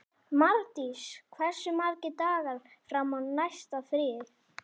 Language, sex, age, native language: Icelandic, female, 40-49, Icelandic